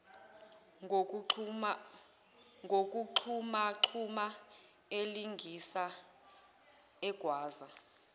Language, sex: Zulu, female